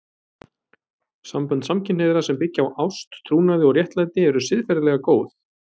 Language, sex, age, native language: Icelandic, male, 30-39, Icelandic